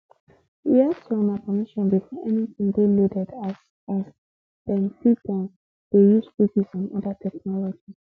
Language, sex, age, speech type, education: Nigerian Pidgin, female, 15-29, spontaneous, tertiary